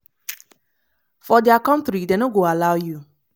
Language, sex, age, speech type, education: Nigerian Pidgin, female, 30-45, spontaneous, tertiary